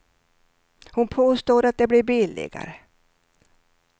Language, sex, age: Swedish, female, 67